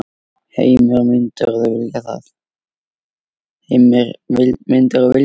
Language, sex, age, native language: Icelandic, male, 8, Icelandic